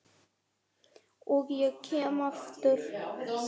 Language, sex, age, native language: Icelandic, female, 9, Icelandic